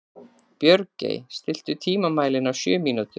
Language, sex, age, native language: Icelandic, female, 40-49, Icelandic